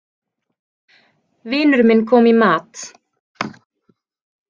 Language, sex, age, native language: Icelandic, female, 30-39, Icelandic